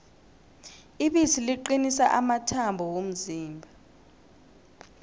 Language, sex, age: South Ndebele, female, 18